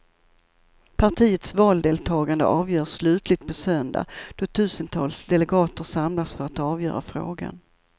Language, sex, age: Swedish, female, 54